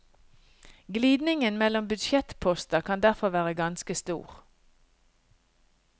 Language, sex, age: Norwegian, female, 50